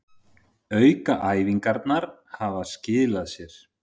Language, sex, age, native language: Icelandic, male, 30-39, Icelandic